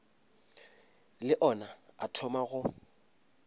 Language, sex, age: Northern Sotho, male, 26